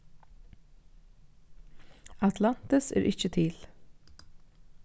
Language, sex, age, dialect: Faroese, female, 15-35, Norðurstreymoy/Eysturoy